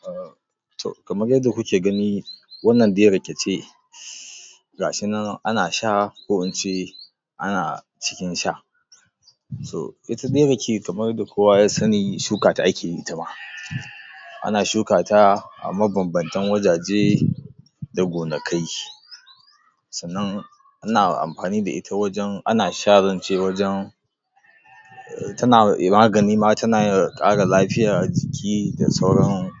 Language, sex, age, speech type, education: Hausa, male, 46-60, spontaneous, tertiary